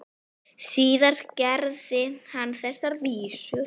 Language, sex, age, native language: Icelandic, female, 9, Icelandic